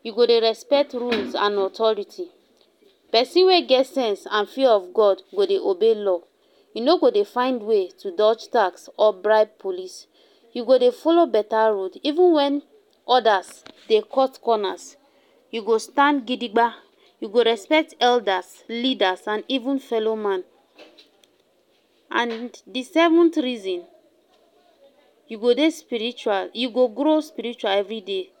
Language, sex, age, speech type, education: Nigerian Pidgin, female, 15-29, spontaneous, tertiary